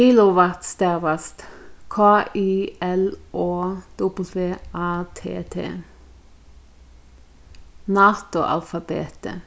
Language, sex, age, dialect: Faroese, female, 36-60, Norðurstreymoy/Eysturoy